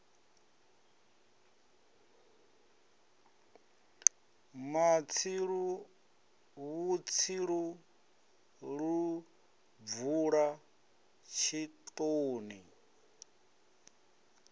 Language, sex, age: Venda, male, 33